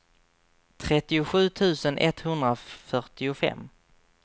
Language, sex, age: Swedish, male, 24